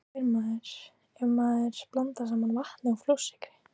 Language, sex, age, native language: Icelandic, female, 18-19, Icelandic